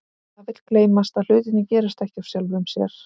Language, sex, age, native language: Icelandic, female, 18-19, Icelandic